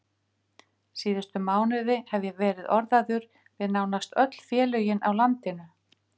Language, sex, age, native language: Icelandic, female, 50-59, Icelandic